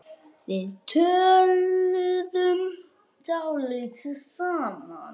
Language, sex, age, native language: Icelandic, male, 6, Icelandic